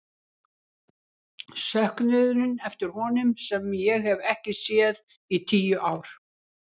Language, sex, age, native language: Icelandic, female, 60-69, Icelandic